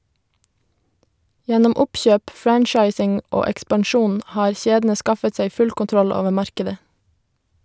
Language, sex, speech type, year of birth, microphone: Norwegian, female, read, 1991, Shure